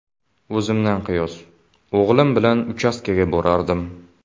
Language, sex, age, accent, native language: Uzbek, male, 18-24, Samarqand, Uzbek